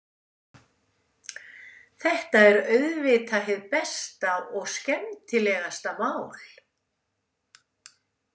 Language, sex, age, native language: Icelandic, female, 70-79, Icelandic